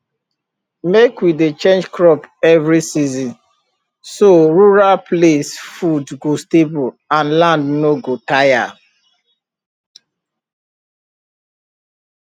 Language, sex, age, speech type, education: Nigerian Pidgin, male, 30-45, spontaneous, tertiary